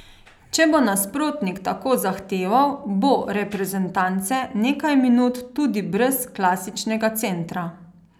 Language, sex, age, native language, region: Slovenian, female, 30-49, Slovenian, Carinthia region